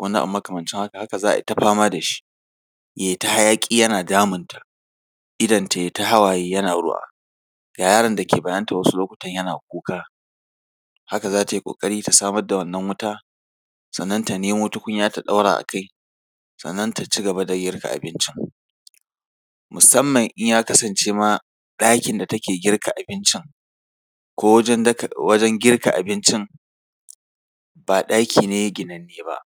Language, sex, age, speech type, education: Hausa, male, 30-45, spontaneous, tertiary